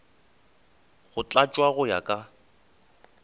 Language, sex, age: Northern Sotho, male, 20